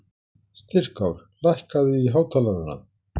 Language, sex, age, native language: Icelandic, male, 60-69, Icelandic